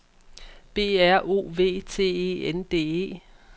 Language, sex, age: Danish, female, 44